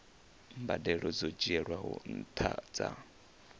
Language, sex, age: Venda, male, 34